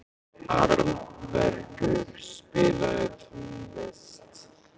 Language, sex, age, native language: Icelandic, male, 15, Icelandic